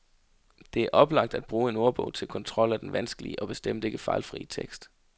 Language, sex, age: Danish, male, 33